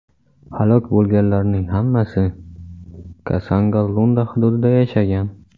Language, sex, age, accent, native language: Uzbek, male, 18-24, Samarqand, Uzbek